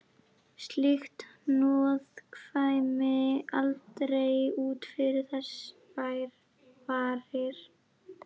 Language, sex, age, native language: Icelandic, female, 11, Icelandic